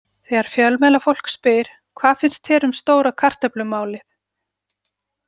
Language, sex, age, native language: Icelandic, female, 40-49, Icelandic